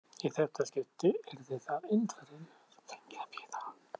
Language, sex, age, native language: Icelandic, male, 40-49, Icelandic